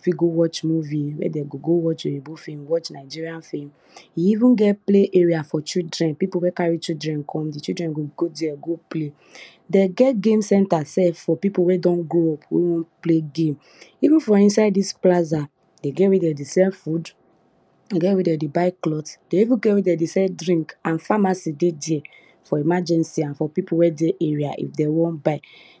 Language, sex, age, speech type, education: Nigerian Pidgin, female, 30-45, spontaneous, tertiary